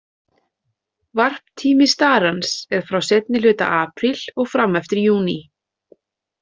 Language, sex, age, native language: Icelandic, female, 30-39, Icelandic